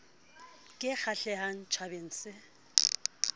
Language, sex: Southern Sotho, female